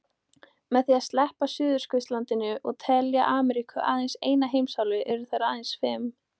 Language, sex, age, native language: Icelandic, female, 18-19, Icelandic